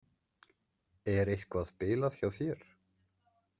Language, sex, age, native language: Icelandic, male, 30-39, Icelandic